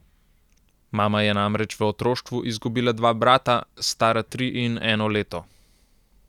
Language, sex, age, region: Slovenian, male, 18-29, Central Slovenia